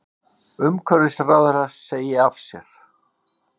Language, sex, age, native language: Icelandic, male, 50-59, Icelandic